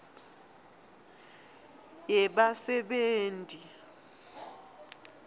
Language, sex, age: Swati, female, 20